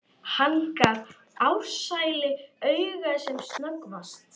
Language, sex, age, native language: Icelandic, male, 11, Icelandic